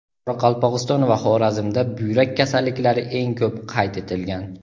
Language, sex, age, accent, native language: Uzbek, male, 18-24, Andijon, Uzbek